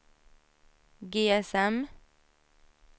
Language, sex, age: Swedish, female, 17